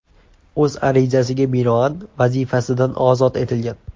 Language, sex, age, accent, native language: Uzbek, male, 18-24, Andijon, Uzbek